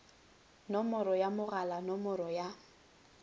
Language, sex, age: Northern Sotho, female, 21